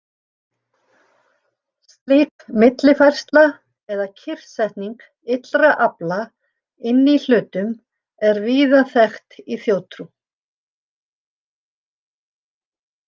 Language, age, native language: Icelandic, 60-69, Icelandic